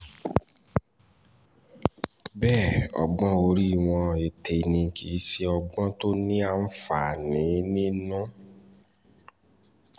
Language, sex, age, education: Yoruba, male, 15-29, tertiary